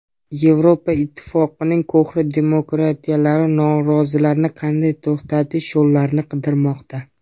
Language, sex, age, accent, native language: Uzbek, male, 19-29, Namangan, Uzbek